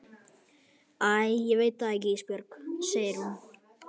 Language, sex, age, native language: Icelandic, male, 11, Icelandic